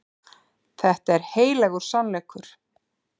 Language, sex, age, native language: Icelandic, female, 50-59, Icelandic